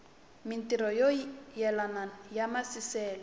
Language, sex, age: Tsonga, female, 20